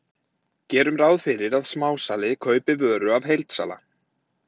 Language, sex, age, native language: Icelandic, male, 30-39, Icelandic